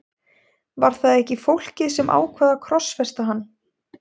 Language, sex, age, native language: Icelandic, female, 20-29, Icelandic